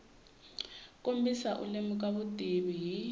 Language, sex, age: Tsonga, female, 18